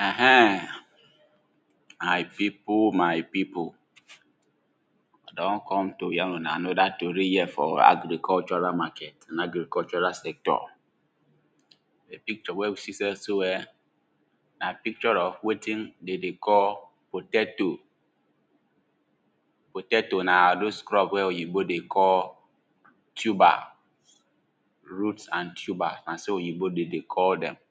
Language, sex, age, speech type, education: Nigerian Pidgin, male, 15-29, spontaneous, tertiary